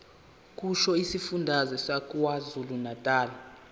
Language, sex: Zulu, male